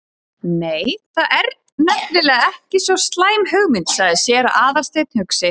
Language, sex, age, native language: Icelandic, female, 30-39, Icelandic